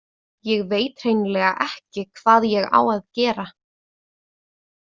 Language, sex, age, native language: Icelandic, female, 20-29, Icelandic